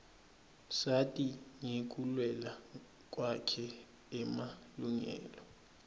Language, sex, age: Swati, male, 23